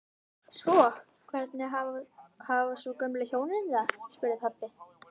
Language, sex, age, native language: Icelandic, female, 11, Icelandic